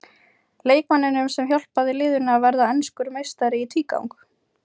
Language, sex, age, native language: Icelandic, female, 20-29, Ukrainian